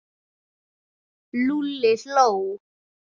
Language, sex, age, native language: Icelandic, male, 9, Icelandic